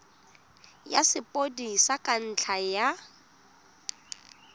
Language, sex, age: Tswana, female, 19